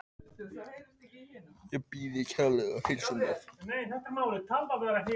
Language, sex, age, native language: Icelandic, male, 13, Icelandic